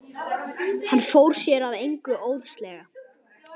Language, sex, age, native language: Icelandic, male, 11, Icelandic